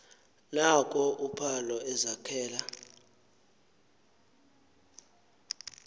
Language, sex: Xhosa, male